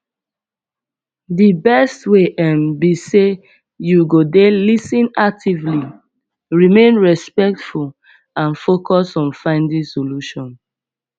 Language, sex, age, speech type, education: Nigerian Pidgin, female, 15-29, spontaneous, secondary